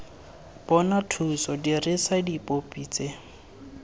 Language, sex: Tswana, male